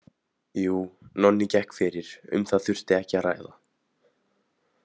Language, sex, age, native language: Icelandic, male, 18-19, Icelandic